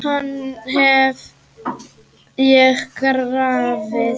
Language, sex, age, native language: Icelandic, male, 8, Icelandic